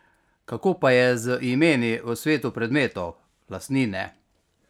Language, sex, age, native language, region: Slovenian, male, 50-59, Slovenian, Carinthia region